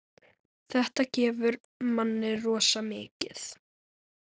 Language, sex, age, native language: Icelandic, female, 9, Icelandic